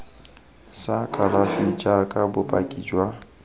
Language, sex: Tswana, male